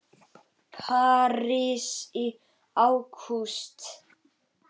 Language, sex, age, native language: Icelandic, male, 8, Icelandic